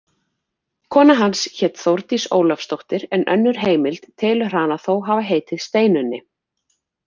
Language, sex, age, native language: Icelandic, female, 40-49, Icelandic